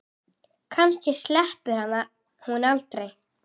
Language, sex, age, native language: Icelandic, female, 8, Icelandic